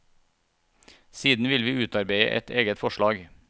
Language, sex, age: Norwegian, male, 41